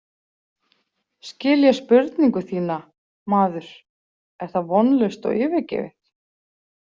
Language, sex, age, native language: Icelandic, female, 40-49, Icelandic